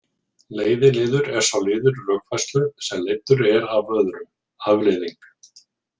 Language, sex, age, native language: Icelandic, male, 40-49, Icelandic